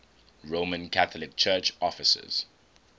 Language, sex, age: English, male, 21